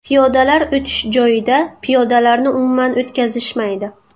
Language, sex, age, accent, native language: Uzbek, female, 18-24, Buxoro, Uzbek